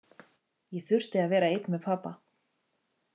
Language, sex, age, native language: Icelandic, female, 30-39, Icelandic